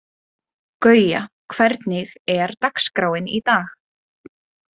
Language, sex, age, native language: Icelandic, female, 20-29, Icelandic